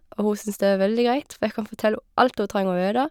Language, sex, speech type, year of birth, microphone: Norwegian, female, spontaneous, 1989, Shure